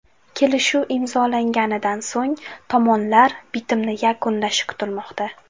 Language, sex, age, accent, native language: Uzbek, female, 18-24, Jizzax, Uzbek